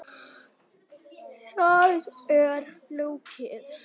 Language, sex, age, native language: Icelandic, male, 10, Vietnamese